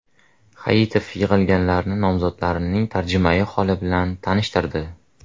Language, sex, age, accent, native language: Uzbek, male, 18-24, Farg'ona, Uzbek